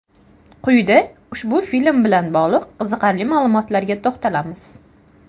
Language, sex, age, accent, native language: Uzbek, female, 18-24, Toshkent viloyati, Uzbek